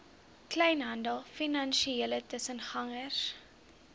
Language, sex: Afrikaans, female